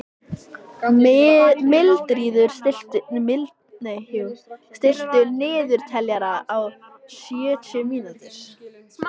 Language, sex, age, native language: Icelandic, female, 14, Icelandic